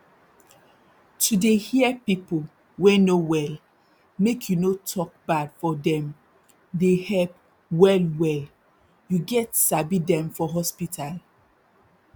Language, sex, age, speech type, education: Nigerian Pidgin, female, 15-29, spontaneous, tertiary